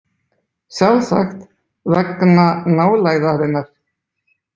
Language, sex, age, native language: Icelandic, male, 20-29, Icelandic